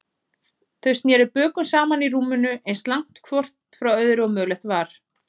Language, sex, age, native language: Icelandic, female, 30-39, Icelandic